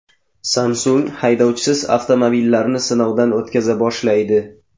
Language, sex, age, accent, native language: Uzbek, male, 18-24, Jizzax, Uzbek